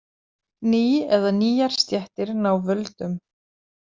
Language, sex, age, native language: Icelandic, female, 40-49, Icelandic